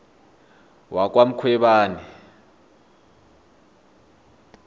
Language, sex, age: South Ndebele, male, 23